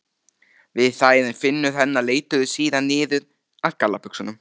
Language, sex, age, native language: Icelandic, male, 13, Icelandic